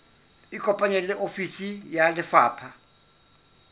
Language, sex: Southern Sotho, male